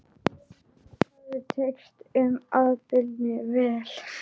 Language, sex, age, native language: Icelandic, female, 12, Icelandic